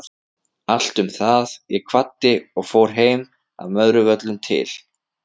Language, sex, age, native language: Icelandic, male, 30-39, Icelandic